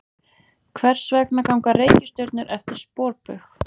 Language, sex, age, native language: Icelandic, male, 20-29, Icelandic